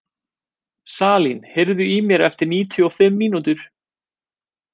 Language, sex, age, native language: Icelandic, male, 20-29, Icelandic